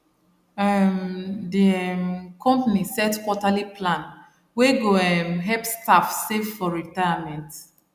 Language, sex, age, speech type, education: Nigerian Pidgin, female, 30-45, spontaneous, tertiary